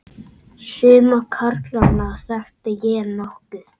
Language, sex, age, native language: Icelandic, male, 8, Icelandic